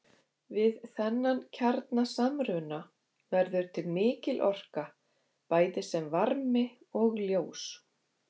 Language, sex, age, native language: Icelandic, female, 50-59, Icelandic